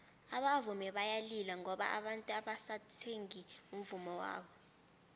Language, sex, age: South Ndebele, female, 19